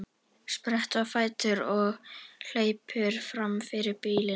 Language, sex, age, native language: Icelandic, female, 11, Icelandic